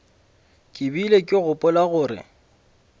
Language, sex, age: Northern Sotho, male, 26